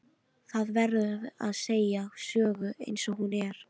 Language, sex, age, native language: Icelandic, female, 13, Icelandic